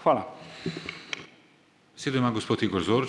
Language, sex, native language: Slovenian, male, Slovenian